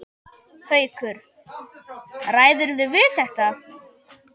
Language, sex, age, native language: Icelandic, male, 10, Icelandic